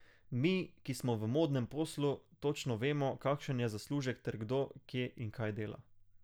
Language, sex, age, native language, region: Slovenian, male, 18-29, Slovenian, Carinthia region